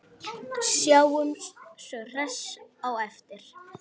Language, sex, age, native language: Icelandic, female, 10, Icelandic